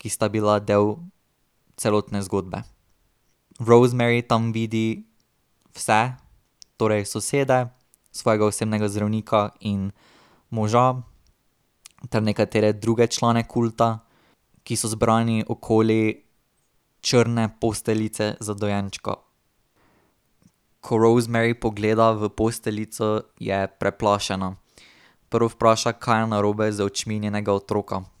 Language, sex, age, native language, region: Slovenian, male, 18-29, Slovenian, Drava region